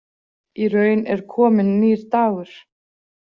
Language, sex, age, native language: Icelandic, female, 40-49, Icelandic